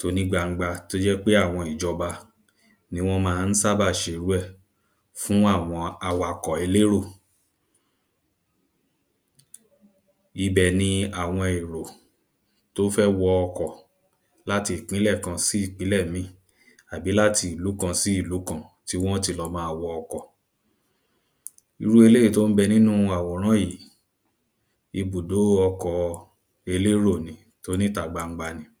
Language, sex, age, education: Yoruba, male, 15-29, primary